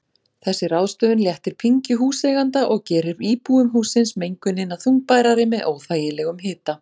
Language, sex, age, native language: Icelandic, female, 40-49, Icelandic